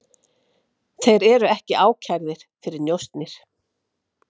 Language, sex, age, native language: Icelandic, female, 50-59, Icelandic